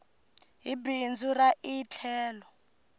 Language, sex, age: Tsonga, female, 19